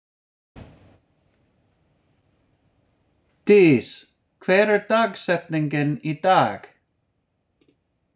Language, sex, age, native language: Icelandic, male, 50-59, English